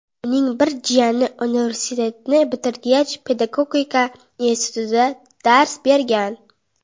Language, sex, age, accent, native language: Uzbek, female, under 19, Qoraqalpog'iston, Karakalpak